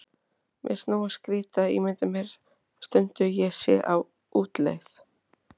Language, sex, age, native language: Icelandic, female, 30-39, Icelandic